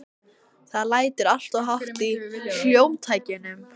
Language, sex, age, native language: Icelandic, female, 14, Icelandic